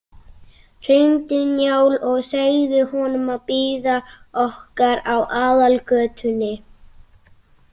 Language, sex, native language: Icelandic, other, Icelandic